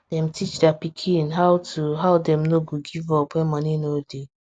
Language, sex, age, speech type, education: Nigerian Pidgin, female, 15-29, spontaneous, secondary